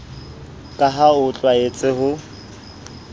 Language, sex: Southern Sotho, male